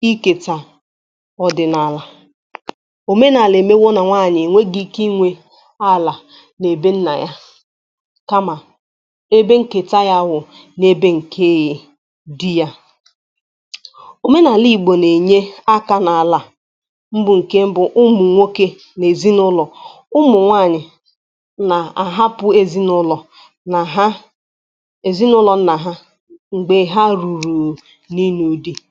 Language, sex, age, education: Igbo, female, 15-29, tertiary